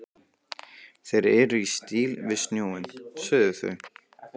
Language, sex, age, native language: Icelandic, male, 15, Icelandic